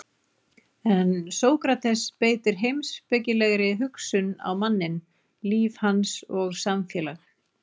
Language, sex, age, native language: Icelandic, female, 40-49, Icelandic